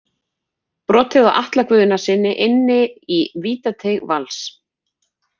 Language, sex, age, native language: Icelandic, female, 40-49, Icelandic